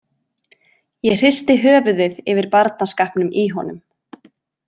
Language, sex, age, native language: Icelandic, female, 20-29, Icelandic